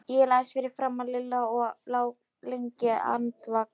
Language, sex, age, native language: Icelandic, female, 11, Polish